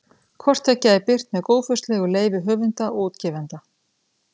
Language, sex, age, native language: Icelandic, female, 30-39, Icelandic